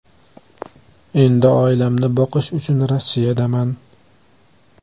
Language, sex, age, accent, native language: Uzbek, male, 25-34, Toshkent shahri, Uzbek